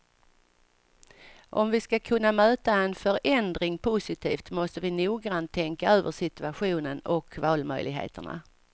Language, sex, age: Swedish, female, 55